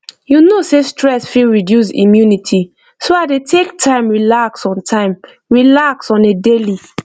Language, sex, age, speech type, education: Nigerian Pidgin, female, 15-29, spontaneous, tertiary